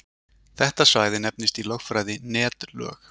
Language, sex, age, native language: Icelandic, male, 40-49, Icelandic